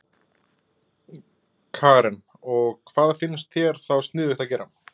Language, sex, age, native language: Icelandic, male, 20-29, Icelandic